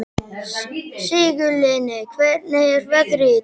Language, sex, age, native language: Icelandic, male, 12, Icelandic